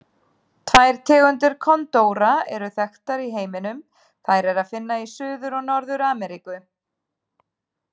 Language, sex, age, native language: Icelandic, female, 30-39, Icelandic